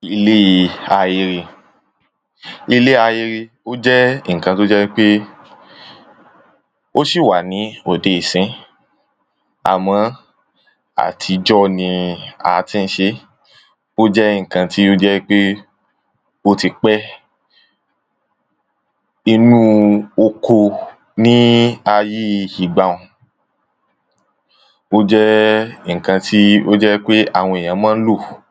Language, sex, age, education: Yoruba, male, 15-29, tertiary